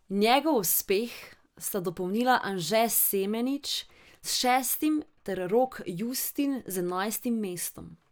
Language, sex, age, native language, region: Slovenian, female, 18-29, Slovenian, Drava region